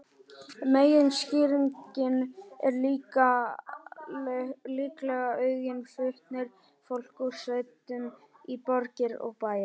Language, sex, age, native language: Icelandic, male, 18-19, Icelandic